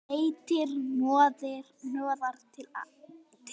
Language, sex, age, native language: Icelandic, female, 9, Icelandic